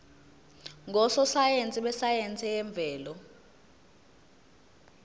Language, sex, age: Zulu, female, 19